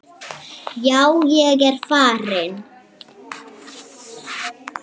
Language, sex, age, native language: Icelandic, female, 7, Icelandic